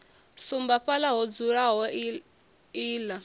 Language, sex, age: Venda, female, 21